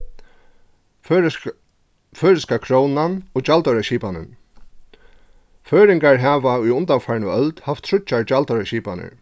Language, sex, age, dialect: Faroese, male, 36-60, Suðurstreymoy